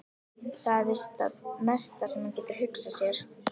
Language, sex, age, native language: Icelandic, female, 11, Icelandic